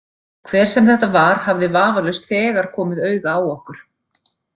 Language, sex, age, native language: Icelandic, female, 40-49, Icelandic